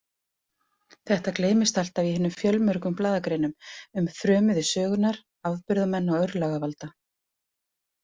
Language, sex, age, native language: Icelandic, female, 40-49, Icelandic